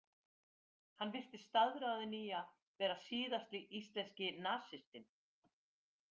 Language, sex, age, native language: Icelandic, female, 50-59, Icelandic